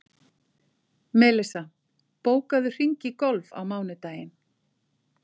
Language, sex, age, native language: Icelandic, female, 50-59, Icelandic